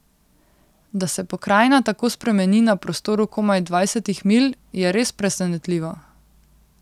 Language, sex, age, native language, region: Slovenian, female, 18-29, Slovenian, Central Slovenia